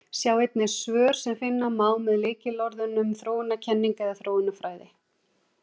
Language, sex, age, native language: Icelandic, female, 40-49, Icelandic